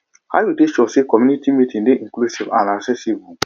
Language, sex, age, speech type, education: Nigerian Pidgin, male, 15-29, spontaneous, tertiary